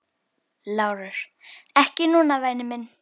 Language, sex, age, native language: Icelandic, female, 10, Icelandic